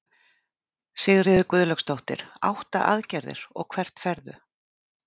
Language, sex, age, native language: Icelandic, female, 40-49, Icelandic